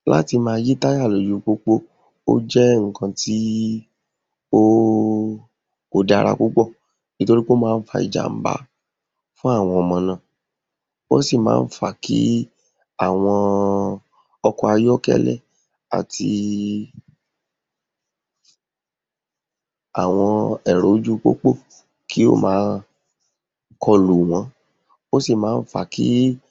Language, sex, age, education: Yoruba, female, 30-45, secondary